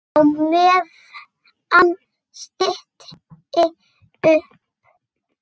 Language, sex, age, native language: Icelandic, female, 6, Icelandic